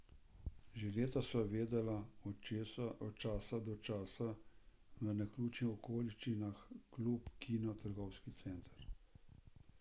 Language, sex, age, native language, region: Slovenian, male, 60+, Slovenian, Central Slovenia